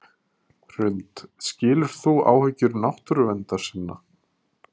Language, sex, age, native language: Icelandic, male, 30-39, Icelandic